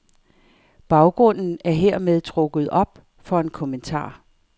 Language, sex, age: Danish, female, 58